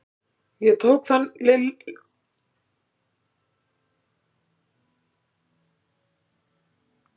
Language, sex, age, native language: Icelandic, female, 60-69, Icelandic